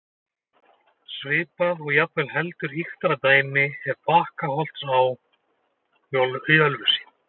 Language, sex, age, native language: Icelandic, male, 40-49, Icelandic